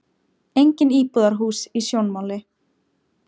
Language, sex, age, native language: Icelandic, female, 17, Icelandic